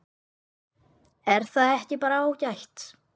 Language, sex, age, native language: Icelandic, male, 8, Icelandic